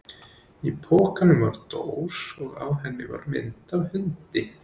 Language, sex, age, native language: Icelandic, male, 20-29, Icelandic